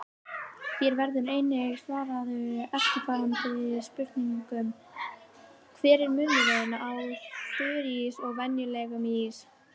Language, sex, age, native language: Icelandic, female, 18-19, Icelandic